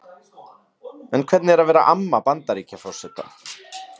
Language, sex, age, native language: Icelandic, male, 30-39, Icelandic